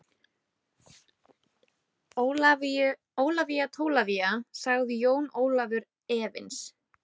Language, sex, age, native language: Icelandic, female, 30-39, Icelandic